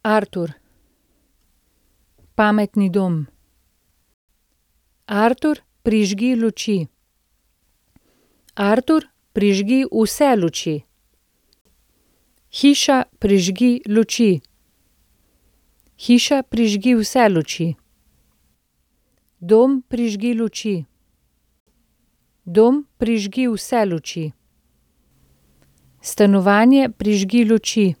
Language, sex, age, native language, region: Slovenian, female, 30-49, Slovenian, Central Slovenia